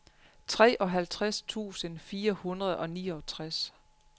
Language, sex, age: Danish, female, 35